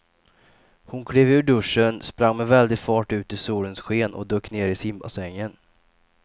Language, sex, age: Swedish, male, 28